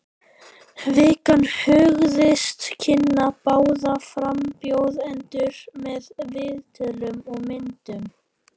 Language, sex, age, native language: Icelandic, male, 12, Icelandic